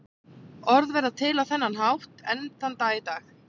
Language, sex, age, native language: Icelandic, female, 18-19, Icelandic